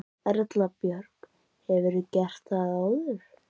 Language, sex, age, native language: Icelandic, male, 11, Icelandic